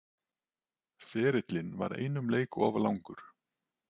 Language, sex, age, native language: Icelandic, male, 40-49, Icelandic